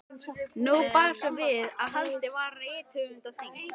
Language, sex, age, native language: Icelandic, male, 12, Icelandic